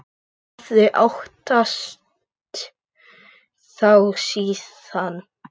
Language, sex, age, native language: Icelandic, male, 8, Icelandic